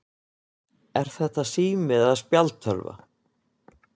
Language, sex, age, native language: Icelandic, male, 20-29, Icelandic